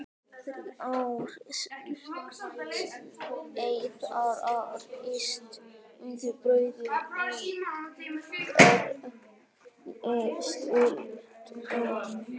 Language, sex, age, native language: Icelandic, male, 12, Icelandic